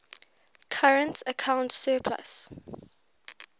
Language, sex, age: English, female, 19